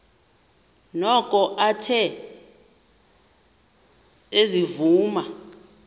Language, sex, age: Xhosa, female, 38